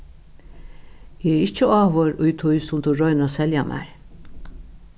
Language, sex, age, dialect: Faroese, female, 61+, Norðuroyggjar